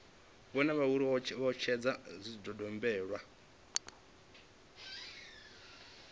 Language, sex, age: Venda, male, 25